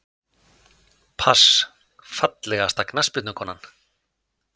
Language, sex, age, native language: Icelandic, male, 50-59, Icelandic